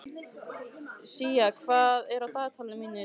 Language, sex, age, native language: Icelandic, female, 15, Icelandic